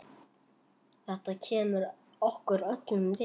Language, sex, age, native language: Icelandic, male, 8, Icelandic